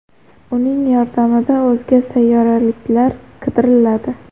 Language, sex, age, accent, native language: Uzbek, female, under 19, Xorazm, Uzbek